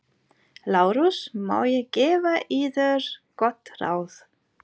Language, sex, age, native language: Icelandic, female, 40-49, German